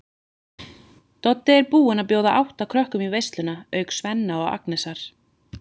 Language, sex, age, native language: Icelandic, female, 30-39, Icelandic